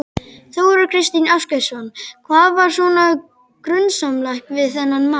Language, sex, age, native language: Icelandic, male, 12, Icelandic